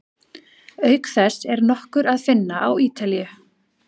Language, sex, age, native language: Icelandic, female, 40-49, Icelandic